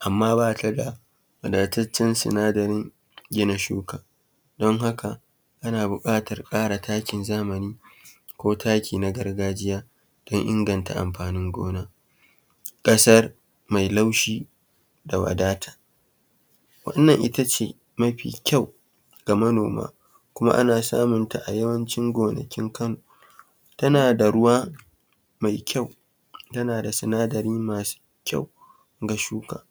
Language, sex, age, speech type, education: Hausa, male, 30-45, spontaneous, tertiary